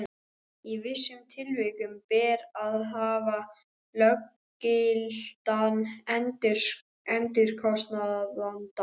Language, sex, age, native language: Icelandic, male, 12, Icelandic